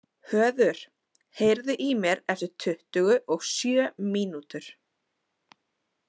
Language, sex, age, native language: Icelandic, female, 30-39, Icelandic